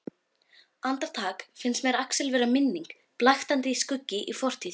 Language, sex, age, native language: Icelandic, female, 12, Icelandic